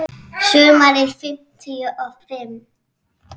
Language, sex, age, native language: Icelandic, female, 6, Icelandic